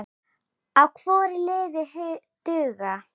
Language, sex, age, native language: Icelandic, female, 10, Icelandic